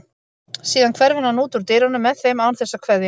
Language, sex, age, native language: Icelandic, female, 30-39, Icelandic